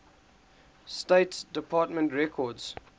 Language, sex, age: English, male, 18